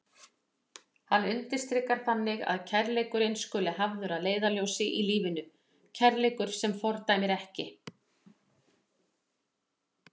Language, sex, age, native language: Icelandic, female, 40-49, Icelandic